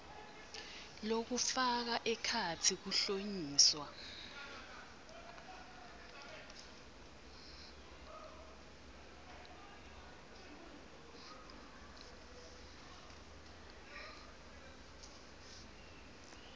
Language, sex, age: Swati, female, 22